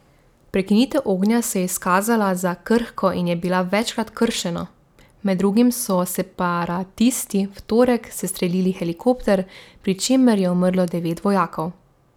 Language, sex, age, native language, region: Slovenian, female, 18-29, Slovenian, Drava region